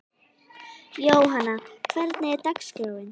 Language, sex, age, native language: Icelandic, female, 11, Icelandic